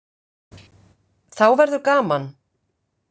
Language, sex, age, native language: Icelandic, female, 50-59, Icelandic